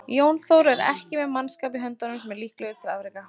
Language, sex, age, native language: Icelandic, female, 20-29, Icelandic